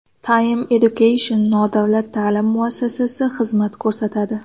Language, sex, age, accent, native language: Uzbek, female, 19-29, Xorazm, Uzbek